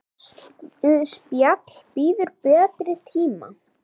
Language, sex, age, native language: Icelandic, male, 9, Icelandic